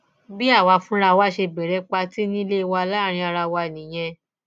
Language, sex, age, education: Yoruba, female, 30-45, tertiary